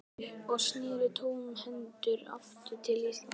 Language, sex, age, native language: Icelandic, male, 12, Icelandic